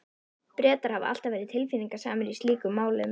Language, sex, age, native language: Icelandic, female, 11, Icelandic